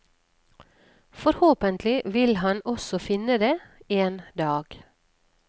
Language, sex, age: Norwegian, female, 39